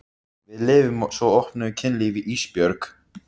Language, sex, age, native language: Icelandic, male, 13, Icelandic